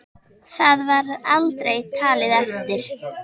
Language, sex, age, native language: Icelandic, female, 10, Icelandic